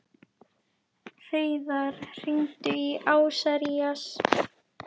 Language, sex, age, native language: Icelandic, female, 11, Icelandic